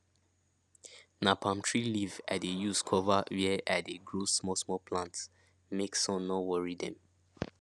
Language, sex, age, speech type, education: Nigerian Pidgin, male, 15-29, spontaneous, secondary